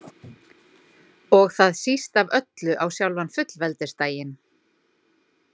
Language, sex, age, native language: Icelandic, female, 40-49, Icelandic